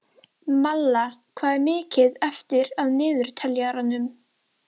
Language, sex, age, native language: Icelandic, female, 12, Icelandic